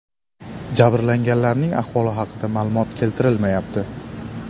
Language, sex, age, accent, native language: Uzbek, male, 18-24, Andijon, Uzbek